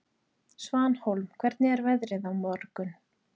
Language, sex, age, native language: Icelandic, female, 30-39, Icelandic